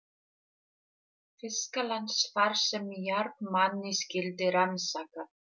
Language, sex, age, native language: Icelandic, female, 30-39, Polish